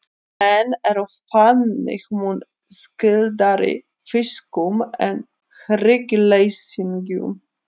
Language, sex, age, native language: Icelandic, female, 30-39, Icelandic